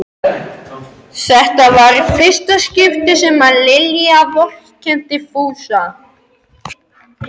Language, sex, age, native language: Icelandic, other, 13, Icelandic